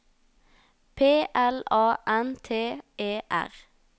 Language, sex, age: Norwegian, female, 19